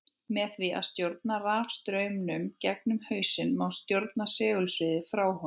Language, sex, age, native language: Icelandic, female, 18-19, Icelandic